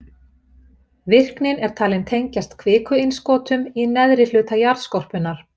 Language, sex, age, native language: Icelandic, female, 50-59, Icelandic